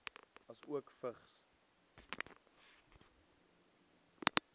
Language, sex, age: Afrikaans, male, 18